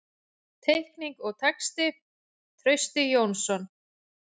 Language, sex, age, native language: Icelandic, female, 40-49, Icelandic